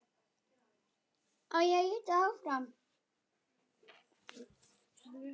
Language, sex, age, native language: Icelandic, male, 9, Icelandic